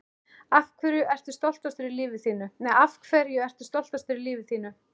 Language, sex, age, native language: Icelandic, male, 11, Icelandic